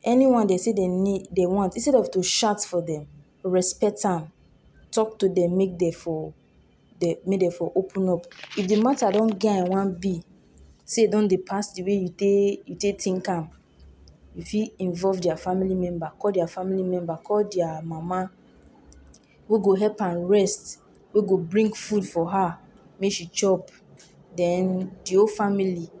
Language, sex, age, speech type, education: Nigerian Pidgin, female, 46-60, spontaneous, tertiary